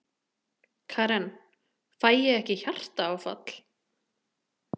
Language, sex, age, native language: Icelandic, female, 30-39, Icelandic